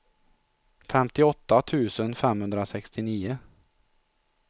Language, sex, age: Swedish, male, 43